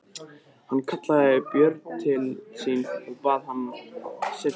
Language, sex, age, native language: Icelandic, male, 13, Icelandic